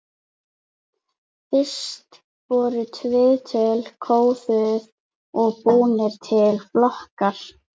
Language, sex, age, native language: Icelandic, female, 11, Icelandic